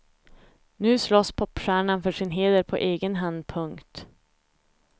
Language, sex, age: Swedish, female, 25